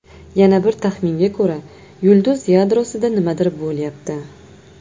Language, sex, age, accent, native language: Uzbek, female, 25-34, Navoiy, Uzbek